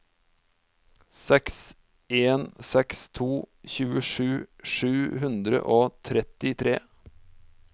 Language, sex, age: Norwegian, male, 46